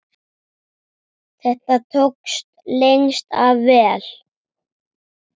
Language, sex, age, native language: Icelandic, male, 7, Icelandic